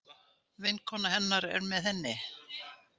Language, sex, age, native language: Icelandic, female, 80-89, Icelandic